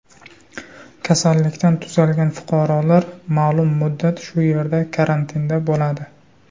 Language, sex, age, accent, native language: Uzbek, male, 19-29, Surxondaryo, Uzbek